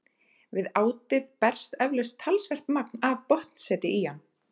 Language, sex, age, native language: Icelandic, female, 30-39, Icelandic